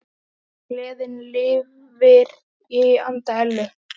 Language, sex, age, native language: Icelandic, male, 10, Icelandic